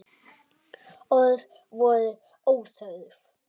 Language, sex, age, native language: Icelandic, male, 9, Icelandic